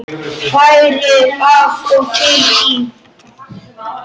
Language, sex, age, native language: Icelandic, male, 10, Icelandic